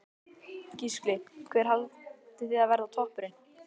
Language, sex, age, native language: Icelandic, male, 12, Icelandic